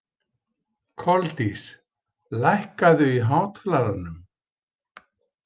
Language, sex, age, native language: Icelandic, male, 50-59, Icelandic